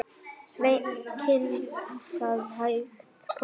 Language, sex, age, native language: Icelandic, male, 8, Icelandic